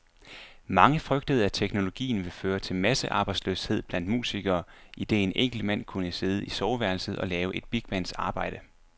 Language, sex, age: Danish, male, 24